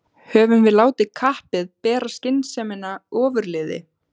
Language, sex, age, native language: Icelandic, female, 15, Icelandic